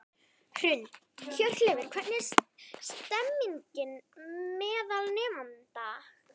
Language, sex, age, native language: Icelandic, female, 11, Icelandic